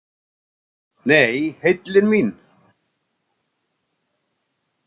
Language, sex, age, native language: Icelandic, male, 60-69, Icelandic